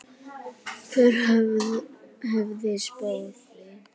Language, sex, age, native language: Icelandic, female, 9, Icelandic